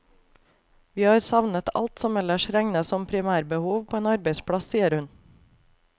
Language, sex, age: Norwegian, female, 28